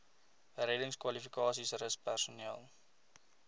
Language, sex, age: Afrikaans, male, 20